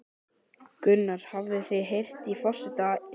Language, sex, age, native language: Icelandic, male, 12, Icelandic